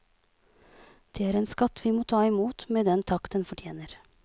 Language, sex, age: Norwegian, female, 46